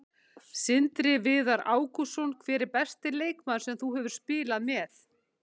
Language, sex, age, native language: Icelandic, female, 50-59, Icelandic